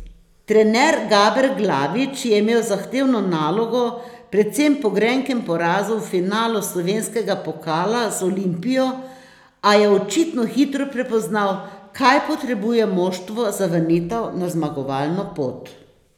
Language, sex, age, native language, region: Slovenian, female, 60+, Slovenian, Posavska region